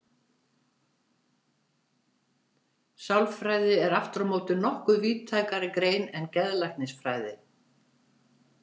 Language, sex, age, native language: Icelandic, female, 70-79, Icelandic